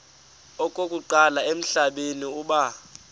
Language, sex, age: Xhosa, male, 23